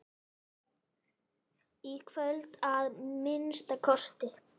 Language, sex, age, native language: Icelandic, female, 9, Icelandic